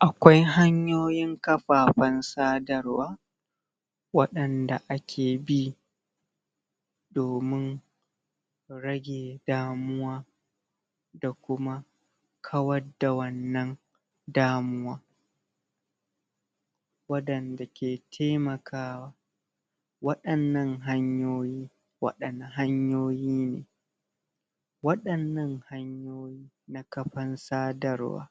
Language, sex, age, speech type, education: Hausa, male, 30-45, spontaneous, secondary